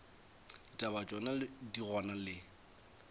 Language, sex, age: Northern Sotho, male, 22